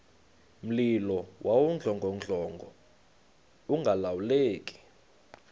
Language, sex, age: Xhosa, male, 35